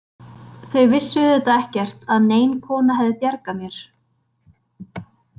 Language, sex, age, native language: Icelandic, female, 30-39, Icelandic